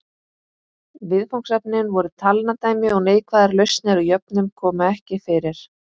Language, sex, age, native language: Icelandic, female, 20-29, Icelandic